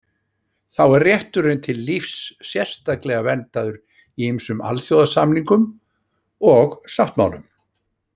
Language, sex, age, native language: Icelandic, male, 60-69, Icelandic